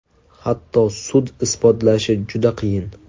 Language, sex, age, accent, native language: Uzbek, male, 19-29, Toshkent viloyati, Uzbek